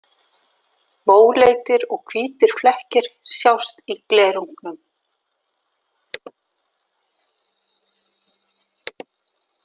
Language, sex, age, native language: Icelandic, female, 40-49, Icelandic